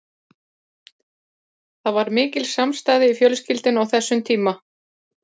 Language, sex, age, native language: Icelandic, female, 50-59, Icelandic